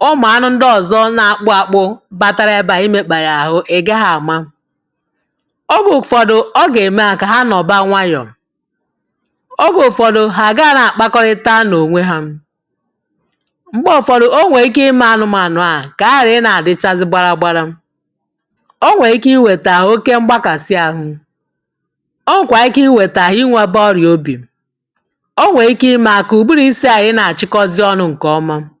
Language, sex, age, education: Igbo, female, 30-45, tertiary